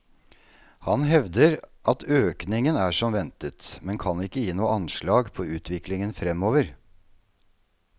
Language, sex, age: Norwegian, male, 48